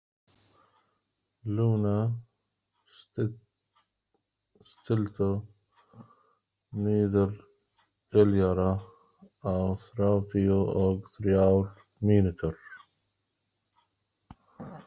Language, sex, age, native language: Icelandic, male, 40-49, Arabic